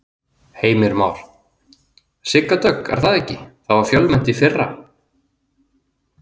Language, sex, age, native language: Icelandic, male, 30-39, Icelandic